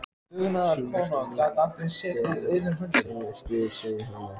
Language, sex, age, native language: Icelandic, male, 14, Icelandic